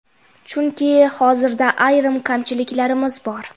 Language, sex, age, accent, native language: Uzbek, female, 12-17, Jizzax, Uzbek